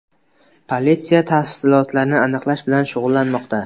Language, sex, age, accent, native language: Uzbek, male, 19-29, Buxoro, Uzbek